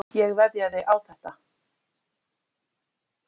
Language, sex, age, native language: Icelandic, female, 30-39, Icelandic